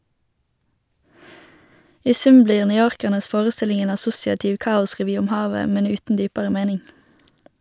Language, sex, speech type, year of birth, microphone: Norwegian, female, read, 1991, Shure